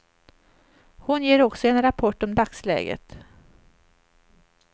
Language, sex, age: Swedish, female, 38